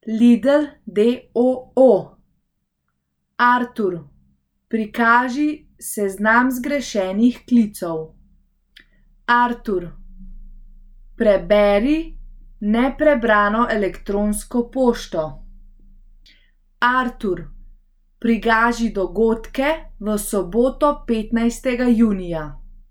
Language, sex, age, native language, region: Slovenian, female, 18-29, Slovenian, Central Slovenia